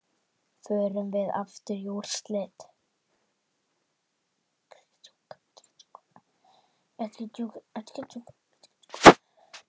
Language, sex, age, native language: Icelandic, male, 10, Icelandic